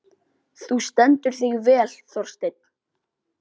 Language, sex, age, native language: Icelandic, male, 18-19, Icelandic